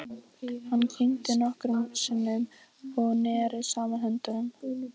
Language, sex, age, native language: Icelandic, female, 14, Icelandic